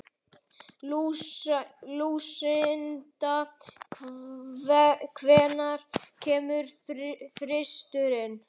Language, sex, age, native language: Icelandic, male, 11, Icelandic